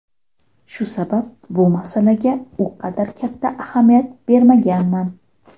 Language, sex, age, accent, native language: Uzbek, female, 25-34, Toshkent shahri, Uzbek